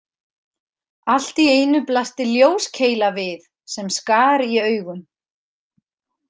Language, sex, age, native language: Icelandic, female, 50-59, Icelandic